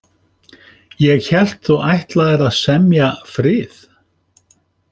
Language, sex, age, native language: Icelandic, male, 50-59, Icelandic